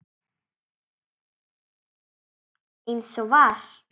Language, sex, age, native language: Icelandic, female, 7, Icelandic